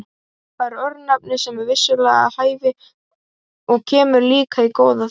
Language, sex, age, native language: Icelandic, male, 18-19, Icelandic